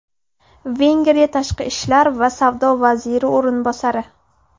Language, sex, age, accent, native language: Uzbek, female, 18-24, Namangan, Uzbek